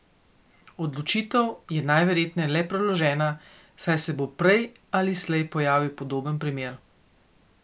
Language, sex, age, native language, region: Slovenian, female, 50-59, Slovenian, Coastal Karst region